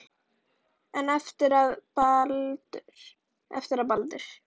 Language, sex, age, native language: Icelandic, female, 10, Icelandic